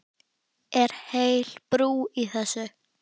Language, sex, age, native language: Icelandic, female, 10, Icelandic